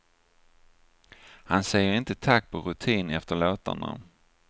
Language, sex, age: Swedish, male, 49